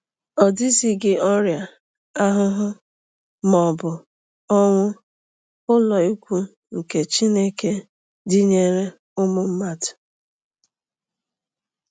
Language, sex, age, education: Igbo, female, 30-45, tertiary